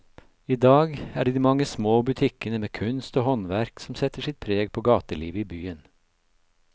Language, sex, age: Norwegian, male, 56